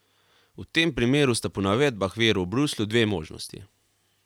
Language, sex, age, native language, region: Slovenian, male, 18-29, Slovenian, Carinthia region